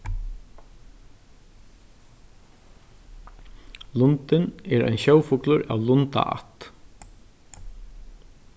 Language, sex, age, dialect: Faroese, male, 36-60, Norðurstreymoy/Eysturoy